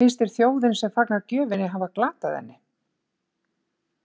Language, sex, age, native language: Icelandic, female, 50-59, Icelandic